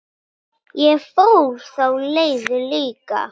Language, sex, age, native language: Icelandic, female, 9, Icelandic